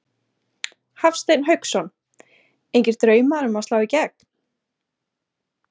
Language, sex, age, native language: Icelandic, female, 20-29, Icelandic